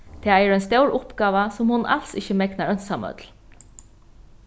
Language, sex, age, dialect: Faroese, female, 36-60, Norðuroyggjar